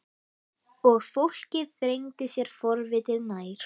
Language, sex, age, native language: Icelandic, female, 13, Icelandic